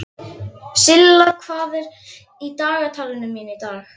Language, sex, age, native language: Icelandic, female, 11, Icelandic